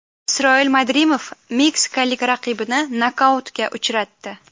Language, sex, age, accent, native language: Uzbek, female, 18-24, Qashqadaryo, Uzbek